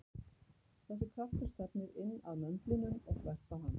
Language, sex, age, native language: Icelandic, female, 50-59, Icelandic